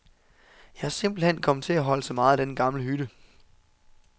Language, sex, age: Danish, male, 27